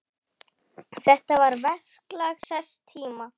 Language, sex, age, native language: Icelandic, female, 10, Icelandic